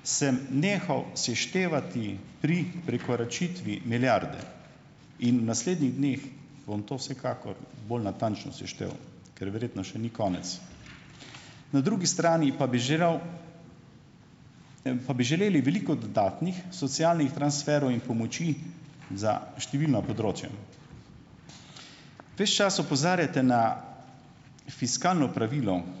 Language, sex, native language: Slovenian, male, Slovenian